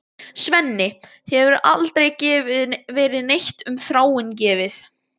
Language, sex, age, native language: Icelandic, male, 12, Icelandic